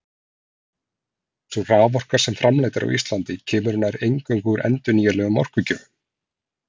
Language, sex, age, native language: Icelandic, male, 40-49, Icelandic